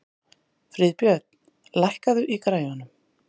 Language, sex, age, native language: Icelandic, female, 30-39, Icelandic